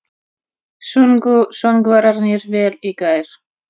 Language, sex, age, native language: Icelandic, female, 30-39, Russian